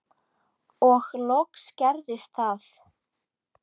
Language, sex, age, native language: Icelandic, female, 40-49, Icelandic